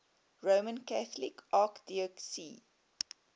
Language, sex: English, female